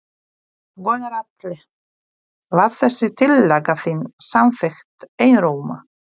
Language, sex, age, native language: Icelandic, female, 40-49, Polish